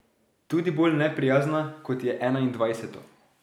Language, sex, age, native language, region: Slovenian, male, 18-29, Slovenian, Drava region